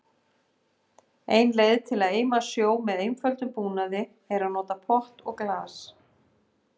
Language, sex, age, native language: Icelandic, female, 50-59, Icelandic